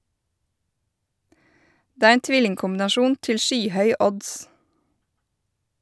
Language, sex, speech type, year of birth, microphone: Norwegian, female, read, 1986, Shure